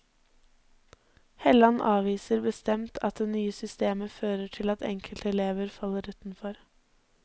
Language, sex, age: Norwegian, female, 20